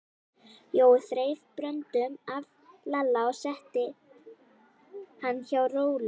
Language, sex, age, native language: Icelandic, female, 11, Icelandic